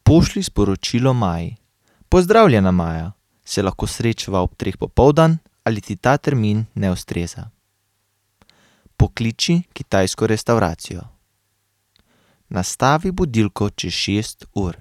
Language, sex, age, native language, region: Slovenian, male, 18-29, Slovenian, Carinthia region